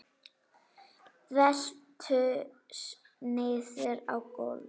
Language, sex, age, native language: Icelandic, female, 8, Icelandic